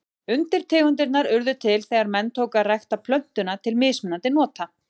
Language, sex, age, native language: Icelandic, female, 40-49, Icelandic